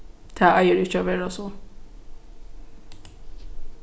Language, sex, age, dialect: Faroese, female, 15-35, Suðurstreymoy